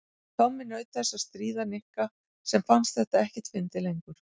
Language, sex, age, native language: Icelandic, female, 40-49, Icelandic